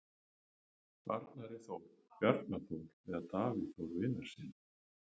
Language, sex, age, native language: Icelandic, male, 30-39, Icelandic